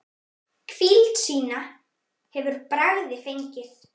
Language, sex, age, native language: Icelandic, male, 9, Icelandic